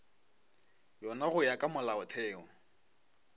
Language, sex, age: Northern Sotho, male, 25